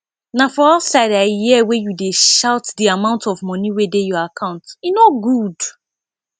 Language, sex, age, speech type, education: Nigerian Pidgin, female, 15-29, spontaneous, tertiary